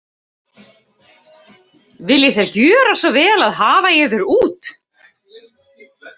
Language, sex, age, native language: Icelandic, female, 30-39, Icelandic